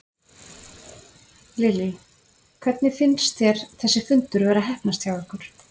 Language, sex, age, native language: Icelandic, female, 50-59, Icelandic